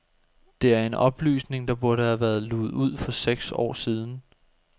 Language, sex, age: Danish, male, 24